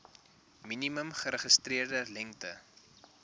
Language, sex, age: Afrikaans, male, 21